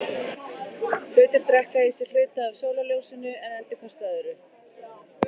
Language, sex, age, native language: Icelandic, female, 40-49, Icelandic